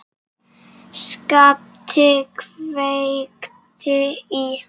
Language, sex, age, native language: Icelandic, female, 7, Icelandic